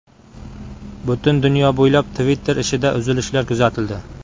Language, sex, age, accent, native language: Uzbek, male, 25-34, Qashqadaryo, Uzbek